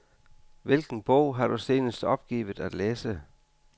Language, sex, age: Danish, male, 49